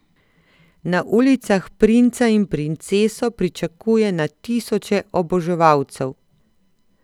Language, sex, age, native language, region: Slovenian, female, 50-59, Slovenian, Central Slovenia